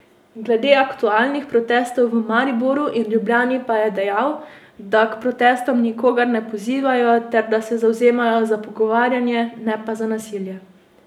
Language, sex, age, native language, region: Slovenian, female, 18-29, Slovenian, Savinja region